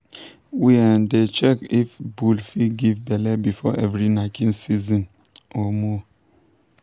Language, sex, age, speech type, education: Nigerian Pidgin, male, 15-29, spontaneous, tertiary